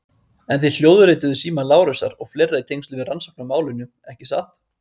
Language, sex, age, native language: Icelandic, male, 30-39, Icelandic